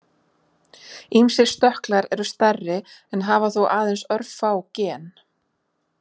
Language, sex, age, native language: Icelandic, female, 40-49, Icelandic